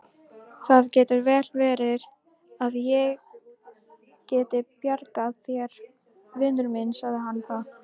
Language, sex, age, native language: Icelandic, female, 18-19, Icelandic